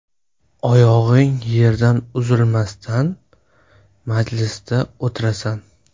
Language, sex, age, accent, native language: Uzbek, male, 18-24, Surxondaryo, Uzbek